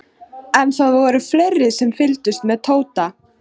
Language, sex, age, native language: Icelandic, female, 15, Icelandic